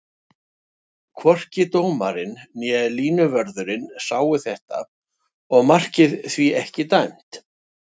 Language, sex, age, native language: Icelandic, male, 60-69, Icelandic